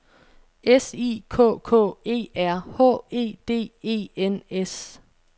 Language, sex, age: Danish, female, 26